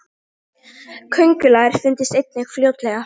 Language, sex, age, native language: Icelandic, female, 18-19, Icelandic